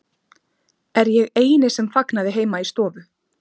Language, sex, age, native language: Icelandic, female, 30-39, Icelandic